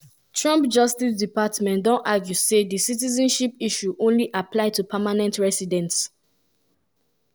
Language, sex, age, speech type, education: Nigerian Pidgin, female, 15-29, spontaneous, tertiary